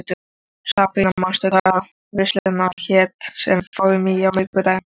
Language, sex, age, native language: Icelandic, female, 13, Icelandic